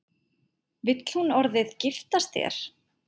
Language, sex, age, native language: Icelandic, female, 8, Icelandic